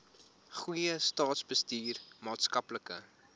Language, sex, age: Afrikaans, male, 21